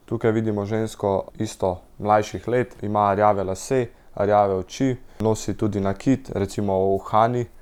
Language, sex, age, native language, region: Slovenian, male, 18-29, Slovenian, Central Slovenia